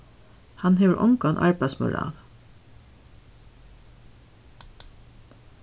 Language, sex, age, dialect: Faroese, female, 61+, Suðurstreymoy